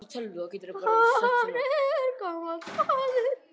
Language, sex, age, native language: Icelandic, female, 10, Icelandic